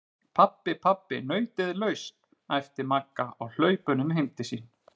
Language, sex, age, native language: Icelandic, male, 40-49, Icelandic